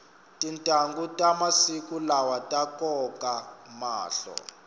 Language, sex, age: Tsonga, male, 25